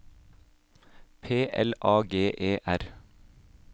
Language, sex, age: Norwegian, male, 26